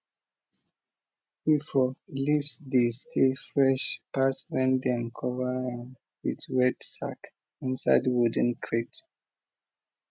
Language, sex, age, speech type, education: Nigerian Pidgin, male, 30-45, spontaneous, tertiary